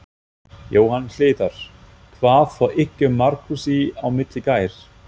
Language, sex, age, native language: Icelandic, male, 50-59, German